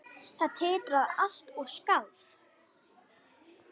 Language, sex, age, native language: Icelandic, female, 9, Icelandic